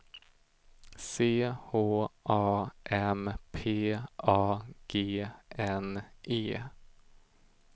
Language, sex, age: Swedish, male, 25